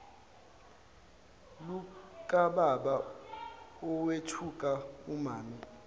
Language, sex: Zulu, male